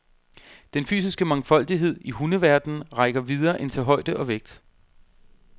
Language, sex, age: Danish, male, 32